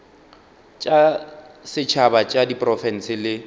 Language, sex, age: Northern Sotho, male, 22